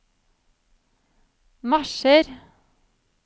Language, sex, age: Norwegian, female, 35